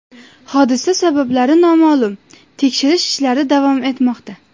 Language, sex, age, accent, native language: Uzbek, female, under 19, Jizzax, Uzbek